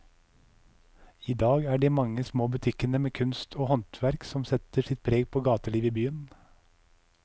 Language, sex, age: Norwegian, male, 37